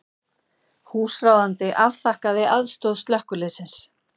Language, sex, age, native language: Icelandic, female, 40-49, Icelandic